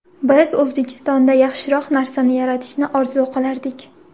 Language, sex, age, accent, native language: Uzbek, female, 18-24, Surxondaryo, Uzbek